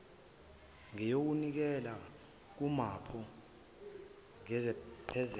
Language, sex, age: Zulu, male, 23